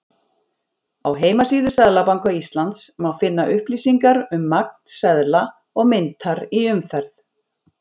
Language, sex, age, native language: Icelandic, female, 40-49, Icelandic